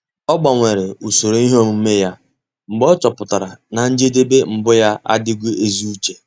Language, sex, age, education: Igbo, male, 15-29, tertiary